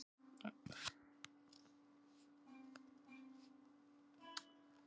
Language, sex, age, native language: Icelandic, male, 6, Icelandic